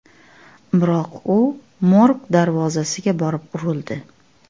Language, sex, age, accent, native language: Uzbek, female, 25-34, Xorazm, Uzbek